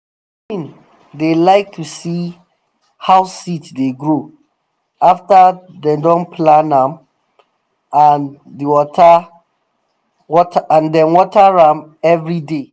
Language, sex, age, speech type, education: Nigerian Pidgin, male, 30-45, spontaneous, tertiary